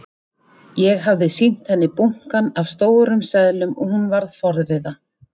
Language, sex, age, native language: Icelandic, female, 30-39, Icelandic